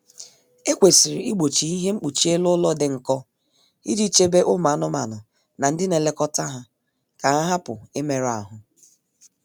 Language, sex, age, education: Igbo, female, 30-45, tertiary